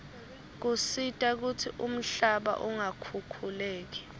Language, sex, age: Swati, female, 21